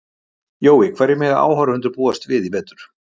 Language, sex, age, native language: Icelandic, male, 50-59, Icelandic